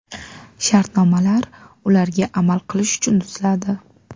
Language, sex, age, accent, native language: Uzbek, female, 18-24, Qashqadaryo, Uzbek